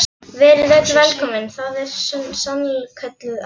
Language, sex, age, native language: Icelandic, female, 11, Icelandic